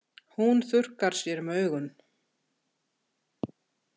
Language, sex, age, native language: Icelandic, female, 60-69, Icelandic